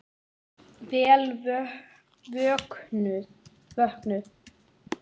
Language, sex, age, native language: Icelandic, female, 9, Icelandic